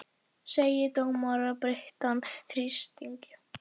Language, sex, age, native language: Icelandic, female, 40-49, Icelandic